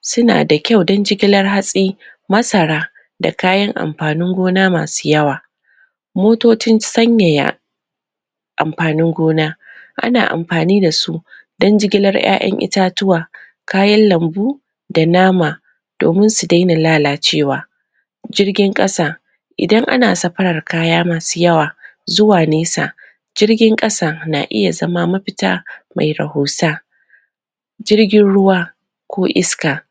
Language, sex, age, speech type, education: Hausa, female, 30-45, spontaneous, secondary